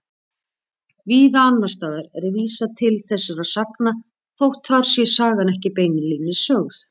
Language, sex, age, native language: Icelandic, female, 50-59, Icelandic